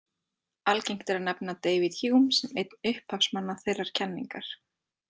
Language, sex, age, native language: Icelandic, female, 20-29, Icelandic